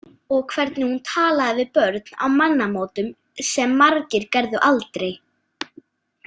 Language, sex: Icelandic, female